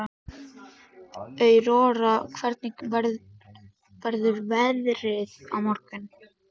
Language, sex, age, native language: Icelandic, male, 13, Icelandic